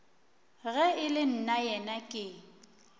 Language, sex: Northern Sotho, female